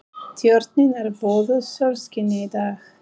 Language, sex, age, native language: Icelandic, female, 30-39, Polish